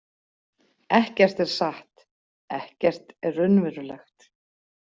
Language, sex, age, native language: Icelandic, female, 40-49, Icelandic